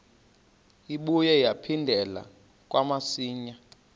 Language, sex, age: Xhosa, male, 28